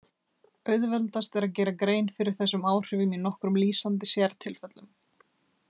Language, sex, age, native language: Icelandic, female, 30-39, Icelandic